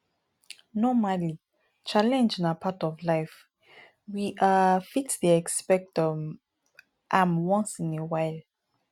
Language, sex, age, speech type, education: Nigerian Pidgin, female, 15-29, spontaneous, tertiary